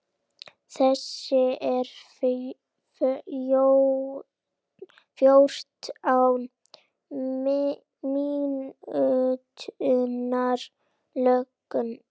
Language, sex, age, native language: Icelandic, female, 9, Icelandic